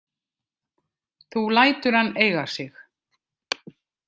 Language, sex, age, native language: Icelandic, female, 50-59, Icelandic